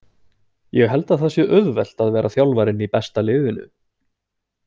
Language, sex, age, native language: Icelandic, male, 20-29, Icelandic